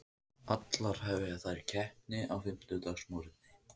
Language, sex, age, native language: Icelandic, male, 18-19, Icelandic